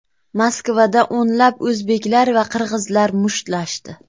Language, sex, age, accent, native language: Uzbek, female, 25-34, Farg'ona, Uzbek